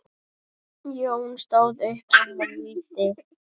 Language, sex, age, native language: Icelandic, female, 10, Icelandic